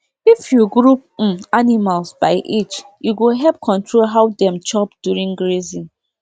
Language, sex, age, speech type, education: Nigerian Pidgin, female, 15-29, spontaneous, tertiary